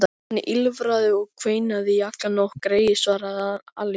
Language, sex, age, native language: Icelandic, male, 13, Icelandic